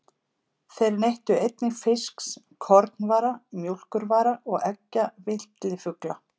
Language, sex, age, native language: Icelandic, female, 50-59, Icelandic